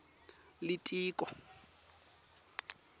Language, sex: Swati, male